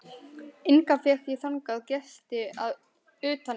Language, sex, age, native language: Icelandic, male, 12, Icelandic